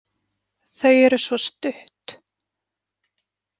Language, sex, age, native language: Icelandic, female, 40-49, Icelandic